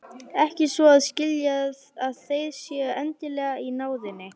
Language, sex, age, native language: Icelandic, female, 11, Icelandic